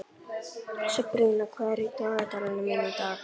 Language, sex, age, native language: Icelandic, male, 11, Icelandic